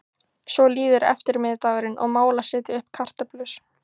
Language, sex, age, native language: Icelandic, female, 15, Icelandic